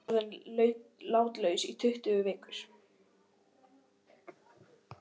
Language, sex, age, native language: Icelandic, female, 11, Icelandic